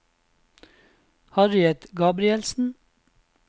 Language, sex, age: Norwegian, male, 26